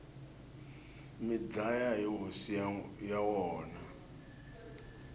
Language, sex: Tsonga, male